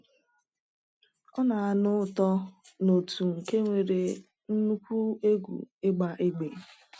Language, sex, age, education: Igbo, female, 15-29, tertiary